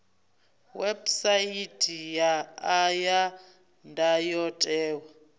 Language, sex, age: Venda, female, 24